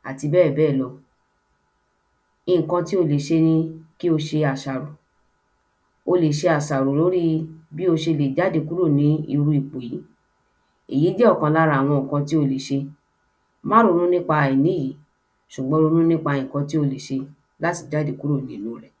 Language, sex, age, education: Yoruba, female, 15-29, tertiary